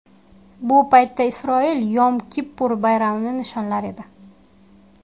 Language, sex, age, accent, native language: Uzbek, female, 19-29, Qashqadaryo, Uzbek